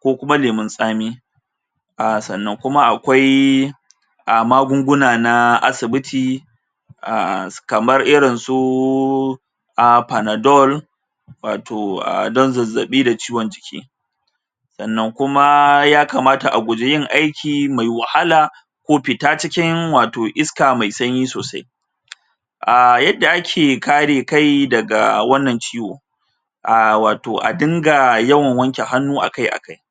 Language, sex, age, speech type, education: Hausa, male, 30-45, spontaneous, tertiary